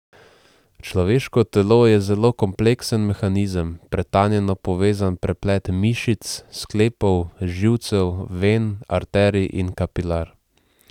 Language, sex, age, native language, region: Slovenian, male, 18-29, Slovenian, Central Slovenia